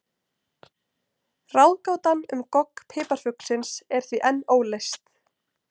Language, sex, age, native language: Icelandic, female, 20-29, Icelandic